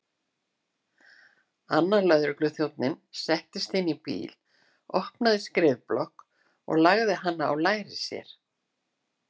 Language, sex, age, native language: Icelandic, female, 60-69, Icelandic